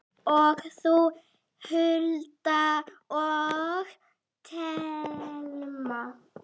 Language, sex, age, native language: Icelandic, female, 8, Icelandic